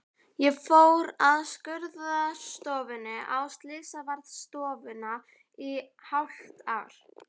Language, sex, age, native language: Icelandic, female, 11, Icelandic